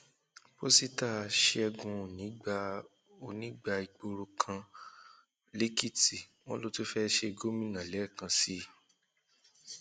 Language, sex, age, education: Yoruba, male, 15-29, tertiary